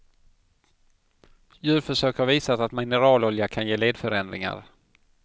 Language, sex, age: Swedish, male, 50